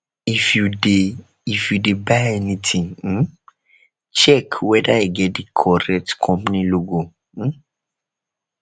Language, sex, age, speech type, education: Nigerian Pidgin, male, 15-29, spontaneous, tertiary